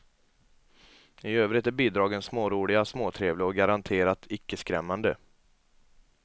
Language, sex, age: Swedish, male, 22